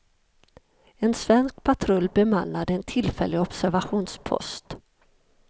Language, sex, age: Swedish, female, 51